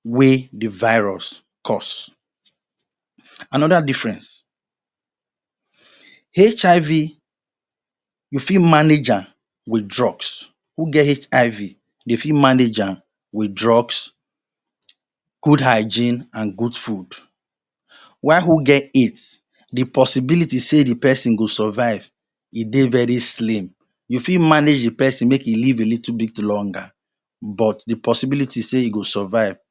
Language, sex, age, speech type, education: Nigerian Pidgin, male, 30-45, spontaneous, tertiary